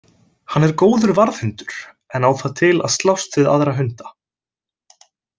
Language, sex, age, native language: Icelandic, male, 20-29, Icelandic